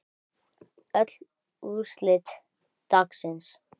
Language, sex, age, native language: Icelandic, male, 9, Icelandic